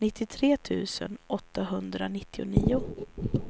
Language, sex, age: Swedish, female, 34